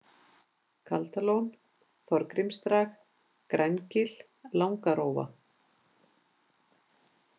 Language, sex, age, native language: Icelandic, female, 50-59, Icelandic